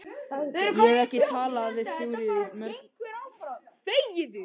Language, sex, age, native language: Icelandic, male, 13, Icelandic